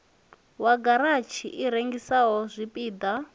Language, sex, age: Venda, female, 25